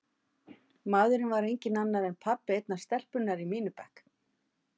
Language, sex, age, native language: Icelandic, female, 50-59, Icelandic